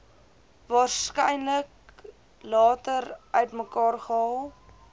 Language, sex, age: Afrikaans, female, 21